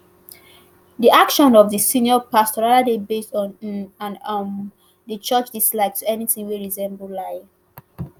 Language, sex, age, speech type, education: Nigerian Pidgin, female, 15-29, spontaneous, tertiary